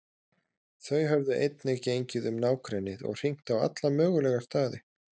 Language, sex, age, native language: Icelandic, male, 30-39, Icelandic